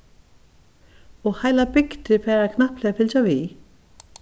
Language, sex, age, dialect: Faroese, female, 61+, Norðurstreymoy/Eysturoy